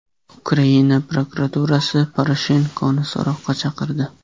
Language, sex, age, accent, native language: Uzbek, male, 18-24, Qashqadaryo, Uzbek